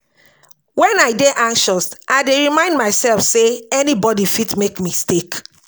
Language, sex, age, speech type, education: Nigerian Pidgin, female, 46-60, spontaneous, tertiary